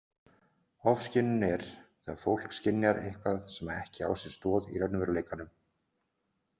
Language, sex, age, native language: Icelandic, male, 40-49, Icelandic